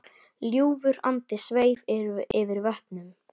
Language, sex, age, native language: Icelandic, male, 9, Icelandic